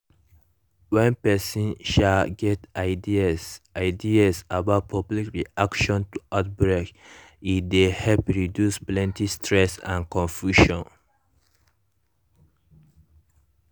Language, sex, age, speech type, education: Nigerian Pidgin, male, 15-29, spontaneous, tertiary